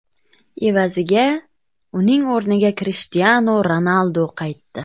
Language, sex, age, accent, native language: Uzbek, female, 25-34, Farg'ona, Uzbek